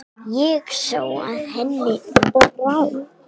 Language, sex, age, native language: Icelandic, female, 6, English